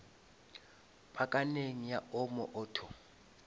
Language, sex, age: Northern Sotho, male, 26